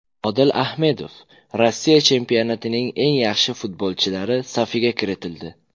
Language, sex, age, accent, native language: Uzbek, male, 18-24, Jizzax, Uzbek